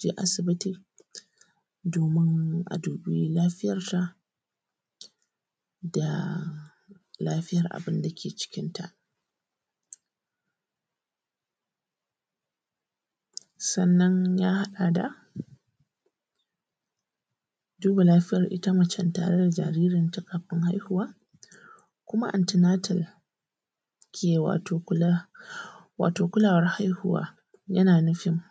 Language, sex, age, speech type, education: Hausa, male, 15-29, spontaneous, primary